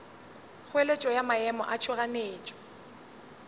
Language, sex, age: Northern Sotho, female, 20